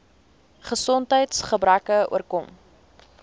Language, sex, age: Afrikaans, female, 19